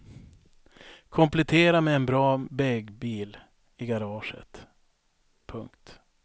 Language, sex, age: Swedish, male, 42